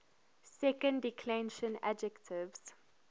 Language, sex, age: English, female, 23